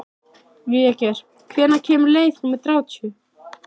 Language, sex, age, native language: Icelandic, female, 13, Icelandic